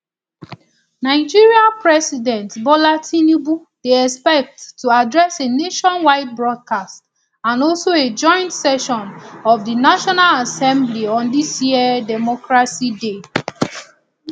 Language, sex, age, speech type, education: Nigerian Pidgin, female, 30-45, spontaneous, tertiary